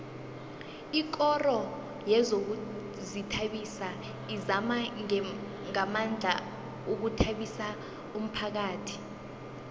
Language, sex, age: South Ndebele, female, 21